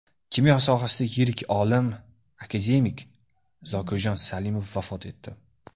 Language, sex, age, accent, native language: Uzbek, male, 18-24, Andijon, Uzbek